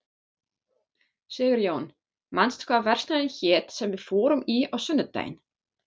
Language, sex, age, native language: Icelandic, female, 40-49, German